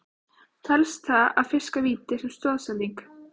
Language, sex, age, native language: Icelandic, female, 15, Icelandic